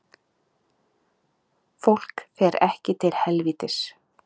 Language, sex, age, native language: Icelandic, female, 30-39, Icelandic